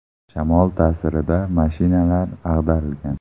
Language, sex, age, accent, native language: Uzbek, male, 25-34, Xorazm, Uzbek